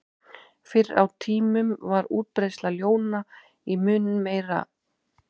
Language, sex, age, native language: Icelandic, female, 30-39, Icelandic